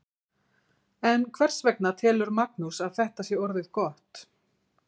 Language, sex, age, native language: Icelandic, female, 40-49, Icelandic